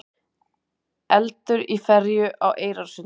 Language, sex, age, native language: Icelandic, female, 30-39, Icelandic